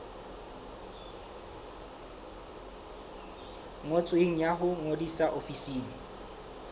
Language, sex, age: Southern Sotho, male, 23